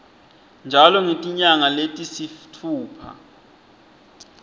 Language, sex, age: Swati, male, 20